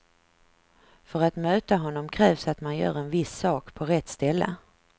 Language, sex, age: Swedish, female, 49